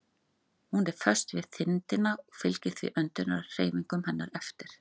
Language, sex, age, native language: Icelandic, female, 40-49, Icelandic